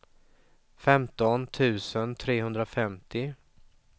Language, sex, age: Swedish, male, 44